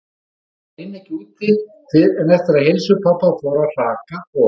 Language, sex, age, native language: Icelandic, male, 50-59, Icelandic